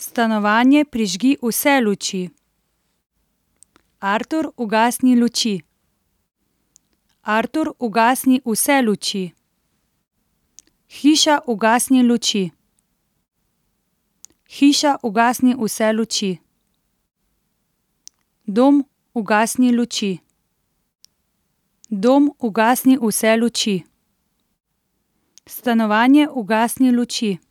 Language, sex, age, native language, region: Slovenian, female, 30-49, Slovenian, Central Slovenia